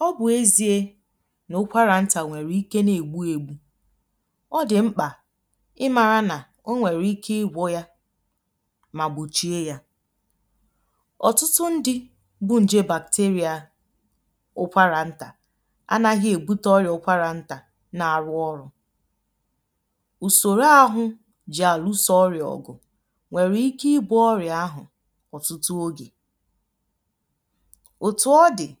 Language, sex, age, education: Igbo, female, 15-29, tertiary